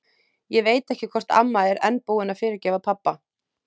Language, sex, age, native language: Icelandic, female, 30-39, Icelandic